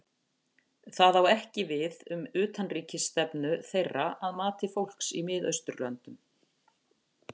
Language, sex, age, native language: Icelandic, female, 50-59, Icelandic